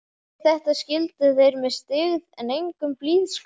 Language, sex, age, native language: Icelandic, male, 11, Icelandic